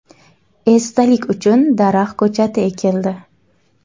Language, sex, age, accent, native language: Uzbek, female, 18-24, Navoiy, Uzbek